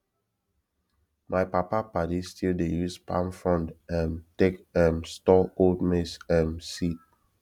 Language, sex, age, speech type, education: Nigerian Pidgin, male, 15-29, spontaneous, tertiary